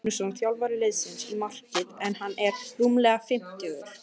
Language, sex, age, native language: Icelandic, female, 18-19, Icelandic